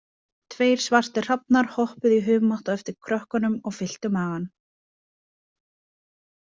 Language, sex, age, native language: Icelandic, female, 20-29, Icelandic